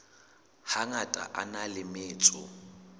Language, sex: Southern Sotho, male